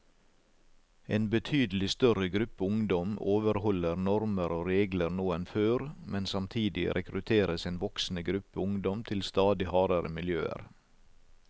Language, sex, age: Norwegian, male, 56